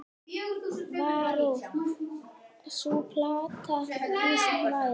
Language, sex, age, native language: Icelandic, male, 10, Icelandic